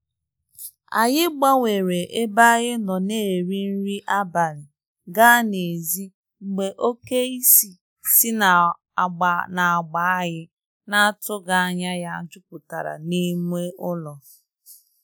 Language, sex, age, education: Igbo, female, 30-45, tertiary